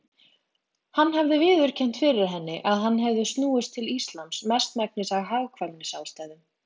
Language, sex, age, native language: Icelandic, female, 20-29, Icelandic